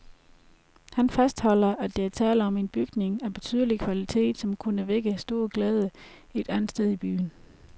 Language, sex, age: Danish, female, 33